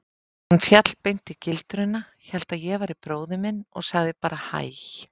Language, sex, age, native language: Icelandic, female, 50-59, Icelandic